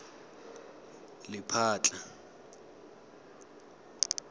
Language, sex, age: Tswana, male, 18